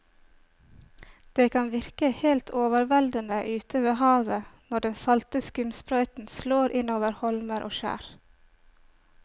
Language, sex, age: Norwegian, female, 25